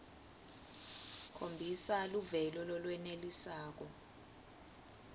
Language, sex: Swati, female